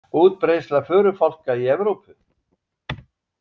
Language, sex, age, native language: Icelandic, male, 70-79, Icelandic